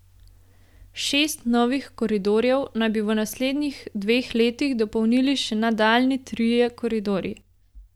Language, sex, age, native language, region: Slovenian, female, 18-29, Slovenian, Gorenjska region